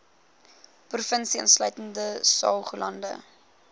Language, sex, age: Afrikaans, female, 21